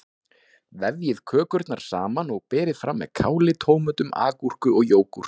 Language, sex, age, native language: Icelandic, male, 40-49, Icelandic